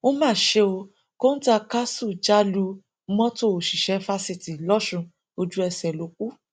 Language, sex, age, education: Yoruba, female, 30-45, tertiary